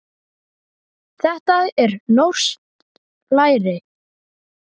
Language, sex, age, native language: Icelandic, male, 10, Icelandic